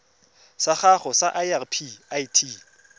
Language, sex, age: Tswana, male, 24